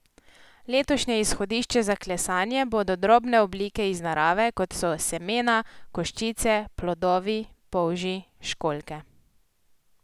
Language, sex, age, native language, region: Slovenian, female, 18-29, Slovenian, Posavska region